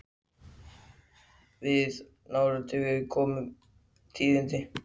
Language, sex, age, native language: Icelandic, other, 60-69, Icelandic